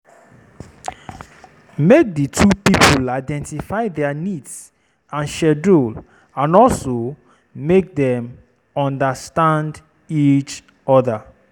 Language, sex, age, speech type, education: Nigerian Pidgin, female, 30-45, spontaneous, tertiary